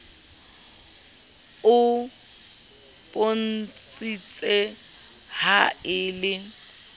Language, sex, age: Southern Sotho, female, 29